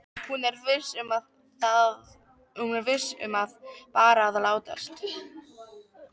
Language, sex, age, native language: Icelandic, female, 12, Icelandic